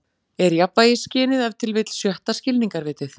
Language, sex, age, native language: Icelandic, female, 40-49, Icelandic